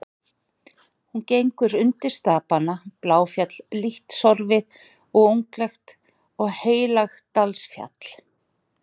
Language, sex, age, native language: Icelandic, male, 40-49, Icelandic